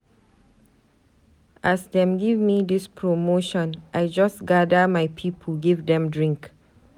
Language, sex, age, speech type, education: Nigerian Pidgin, female, 30-45, read, tertiary